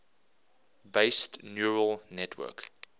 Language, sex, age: English, male, 24